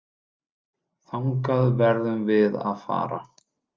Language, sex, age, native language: Icelandic, male, 30-39, Icelandic